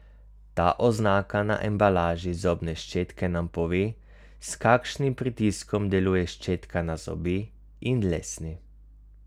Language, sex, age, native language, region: Slovenian, male, 30-49, Slovenian, Carinthia region